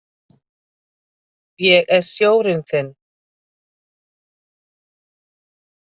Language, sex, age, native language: Icelandic, female, 50-59, Icelandic